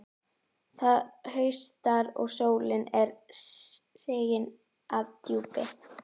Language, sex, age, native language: Icelandic, female, 11, Icelandic